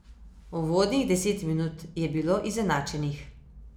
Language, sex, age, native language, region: Slovenian, female, 30-49, Slovenian, Savinja region